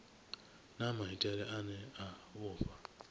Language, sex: Venda, male